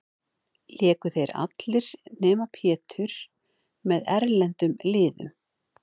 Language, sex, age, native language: Icelandic, female, 50-59, Icelandic